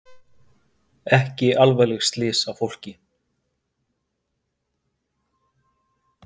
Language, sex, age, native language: Icelandic, male, 50-59, Icelandic